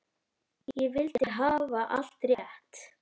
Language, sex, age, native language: Icelandic, female, 9, Icelandic